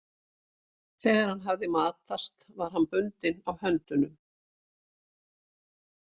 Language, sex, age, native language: Icelandic, female, 60-69, Icelandic